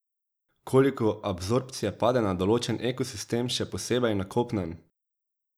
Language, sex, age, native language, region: Slovenian, male, 18-29, Slovenian, Drava region